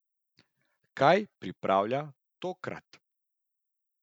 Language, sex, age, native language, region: Slovenian, male, 30-49, Slovenian, Central Slovenia